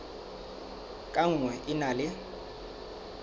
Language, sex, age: Southern Sotho, male, 23